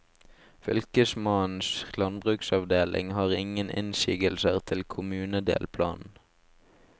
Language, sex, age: Norwegian, male, 18